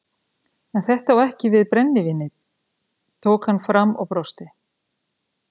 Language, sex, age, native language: Icelandic, female, 30-39, Icelandic